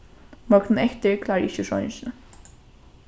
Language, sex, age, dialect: Faroese, female, 15-35, Norðuroyggjar